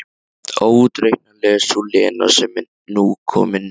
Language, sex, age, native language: Icelandic, male, 13, Icelandic